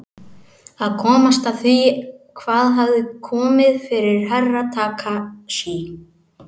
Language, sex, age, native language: Icelandic, male, 18-19, Icelandic